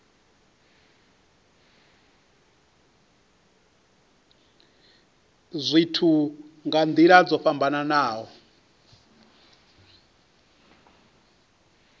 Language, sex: Venda, male